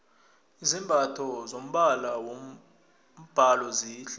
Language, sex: South Ndebele, male